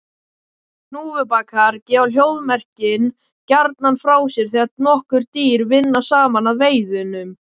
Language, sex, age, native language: Icelandic, male, 18-19, Icelandic